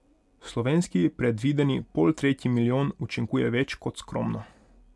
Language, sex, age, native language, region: Slovenian, male, 18-29, Hungarian, Pomurje region